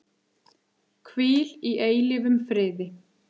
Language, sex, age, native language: Icelandic, male, 8, Icelandic